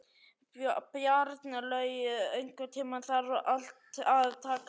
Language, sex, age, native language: Icelandic, male, 11, Icelandic